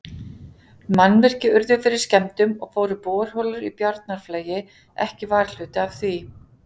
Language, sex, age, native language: Icelandic, female, 40-49, Icelandic